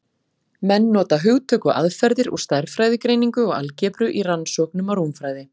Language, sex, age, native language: Icelandic, female, 40-49, Icelandic